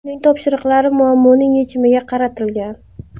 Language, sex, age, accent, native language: Uzbek, female, 25-34, Buxoro, Uzbek